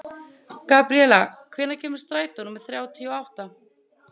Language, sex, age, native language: Icelandic, female, 30-39, Icelandic